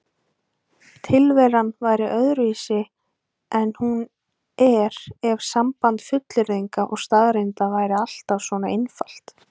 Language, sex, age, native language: Icelandic, female, 20-29, Icelandic